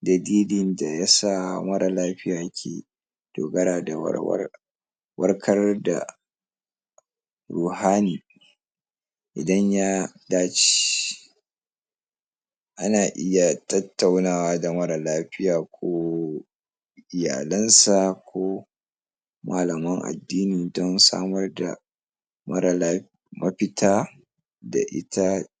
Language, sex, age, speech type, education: Hausa, male, 46-60, spontaneous, tertiary